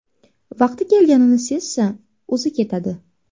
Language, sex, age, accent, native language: Uzbek, female, 18-24, Farg'ona, Uzbek